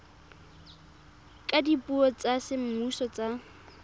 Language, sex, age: Tswana, female, 23